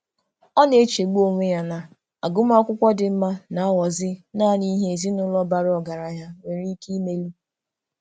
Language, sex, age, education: Igbo, female, 30-45, tertiary